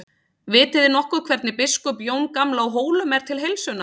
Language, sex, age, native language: Icelandic, female, 30-39, Icelandic